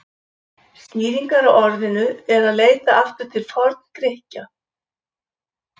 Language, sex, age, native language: Icelandic, female, 70-79, Icelandic